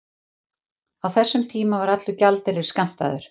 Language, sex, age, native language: Icelandic, female, 40-49, Icelandic